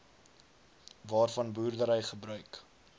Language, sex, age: Afrikaans, male, 19